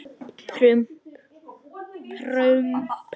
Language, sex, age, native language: Icelandic, female, 10, Icelandic